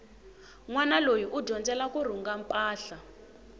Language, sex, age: Tsonga, female, 18